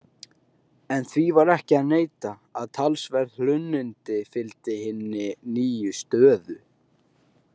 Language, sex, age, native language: Icelandic, male, 18-19, Icelandic